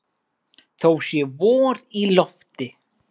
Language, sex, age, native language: Icelandic, male, 40-49, Icelandic